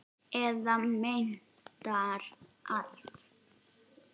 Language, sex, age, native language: Icelandic, female, 8, Icelandic